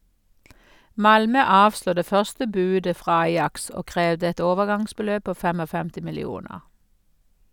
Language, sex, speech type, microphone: Norwegian, female, read, Sennheiser